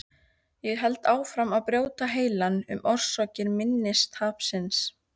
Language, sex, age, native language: Icelandic, female, 15, Icelandic